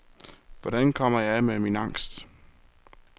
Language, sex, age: Danish, male, 23